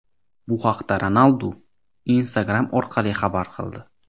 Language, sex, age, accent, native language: Uzbek, male, 18-24, Farg'ona, Uzbek